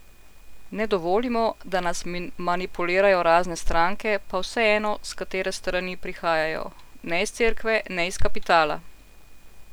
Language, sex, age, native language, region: Slovenian, female, 50-59, Slovenian, Central Slovenia